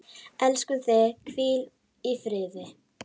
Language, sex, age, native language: Icelandic, female, 10, Icelandic